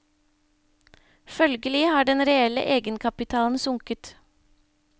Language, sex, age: Norwegian, female, 25